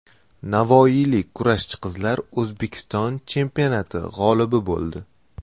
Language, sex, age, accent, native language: Uzbek, male, 18-24, Toshkent shahri, Uzbek